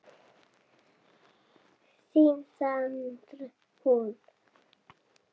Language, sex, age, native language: Icelandic, male, 7, Icelandic